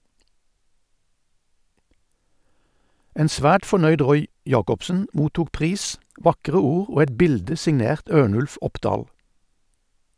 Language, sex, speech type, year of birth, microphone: Norwegian, male, read, 1952, Sennheiser